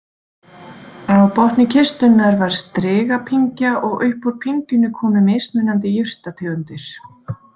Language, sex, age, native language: Icelandic, female, 40-49, Icelandic